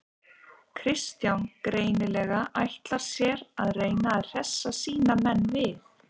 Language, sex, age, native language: Icelandic, female, 50-59, Icelandic